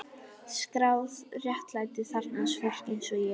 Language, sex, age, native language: Icelandic, female, 11, Icelandic